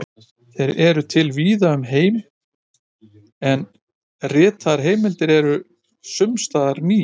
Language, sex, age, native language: Icelandic, male, 50-59, Icelandic